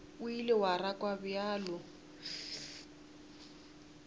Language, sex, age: Northern Sotho, female, 27